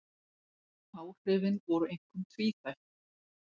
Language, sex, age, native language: Icelandic, female, 40-49, Icelandic